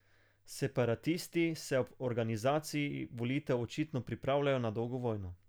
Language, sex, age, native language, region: Slovenian, male, 18-29, Slovenian, Carinthia region